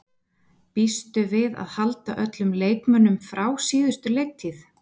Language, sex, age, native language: Icelandic, female, 20-29, Icelandic